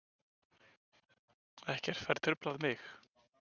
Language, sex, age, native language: Icelandic, male, 20-29, Icelandic